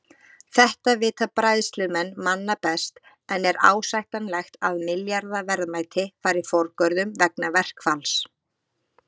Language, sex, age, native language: Icelandic, female, 30-39, Icelandic